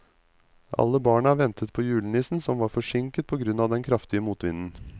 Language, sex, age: Norwegian, male, 35